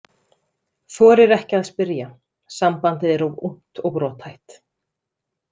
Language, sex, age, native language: Icelandic, female, 30-39, Icelandic